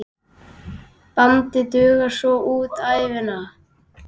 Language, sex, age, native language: Icelandic, male, 10, Icelandic